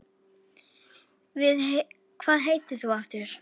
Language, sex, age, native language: Icelandic, female, 9, Icelandic